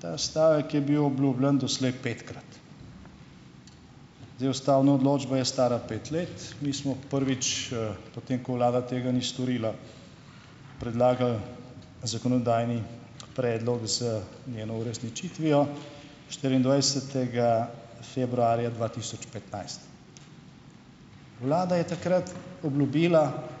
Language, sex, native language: Slovenian, male, Slovenian